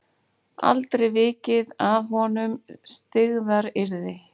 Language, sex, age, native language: Icelandic, female, 40-49, Icelandic